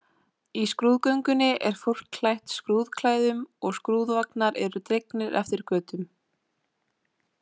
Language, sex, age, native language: Icelandic, female, 18-19, Icelandic